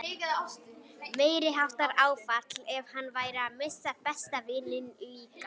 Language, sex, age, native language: Icelandic, female, 11, Icelandic